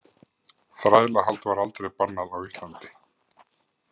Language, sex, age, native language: Icelandic, male, 50-59, Icelandic